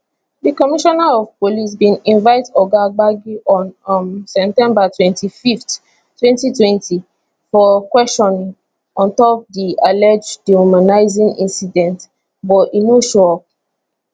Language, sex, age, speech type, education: Nigerian Pidgin, female, 15-29, spontaneous, tertiary